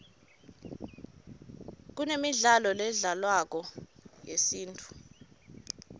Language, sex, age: Swati, female, 23